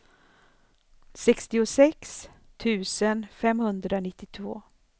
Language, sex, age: Swedish, female, 64